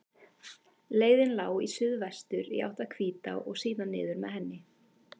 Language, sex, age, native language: Icelandic, female, 18-19, Icelandic